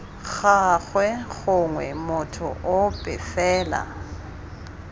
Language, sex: Tswana, female